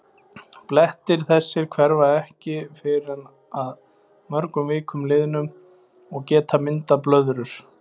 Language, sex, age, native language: Icelandic, male, 20-29, Icelandic